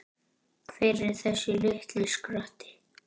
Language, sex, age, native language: Icelandic, male, 10, Icelandic